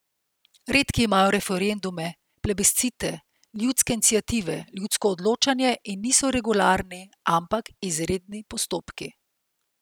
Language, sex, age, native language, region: Slovenian, female, 50-59, Slovenian, Central Slovenia